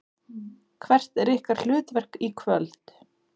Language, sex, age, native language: Icelandic, female, 20-29, Icelandic